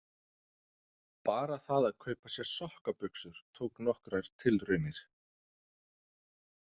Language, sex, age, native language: Icelandic, male, 30-39, Danish